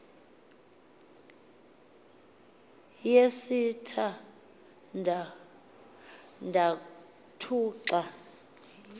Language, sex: Xhosa, female